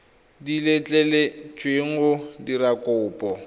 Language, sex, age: Tswana, male, 21